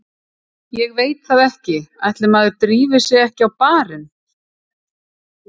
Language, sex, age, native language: Icelandic, female, 40-49, Icelandic